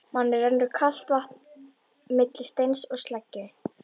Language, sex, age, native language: Icelandic, female, 11, Icelandic